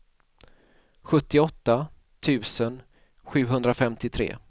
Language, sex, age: Swedish, male, 31